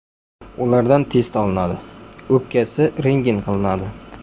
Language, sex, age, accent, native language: Uzbek, male, 25-34, Jizzax, Uzbek